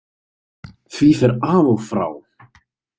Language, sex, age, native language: Icelandic, male, 20-29, Icelandic